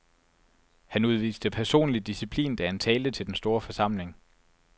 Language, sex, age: Danish, male, 24